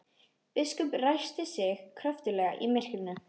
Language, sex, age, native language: Icelandic, female, 13, Icelandic